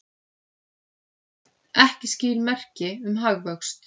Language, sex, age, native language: Icelandic, female, 30-39, Icelandic